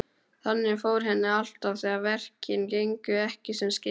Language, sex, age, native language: Icelandic, male, 12, Icelandic